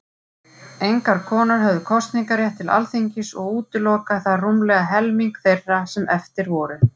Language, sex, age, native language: Icelandic, female, 40-49, Icelandic